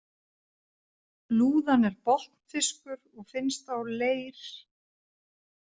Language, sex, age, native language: Icelandic, female, 50-59, Icelandic